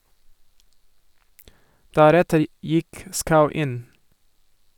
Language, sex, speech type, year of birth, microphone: Norwegian, male, read, 1978, Sennheiser